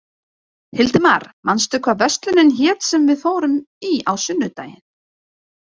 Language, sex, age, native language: Icelandic, female, 20-29, Icelandic